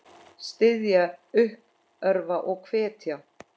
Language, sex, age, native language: Icelandic, female, 10, Icelandic